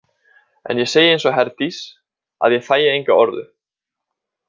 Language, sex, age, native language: Icelandic, male, 20-29, Icelandic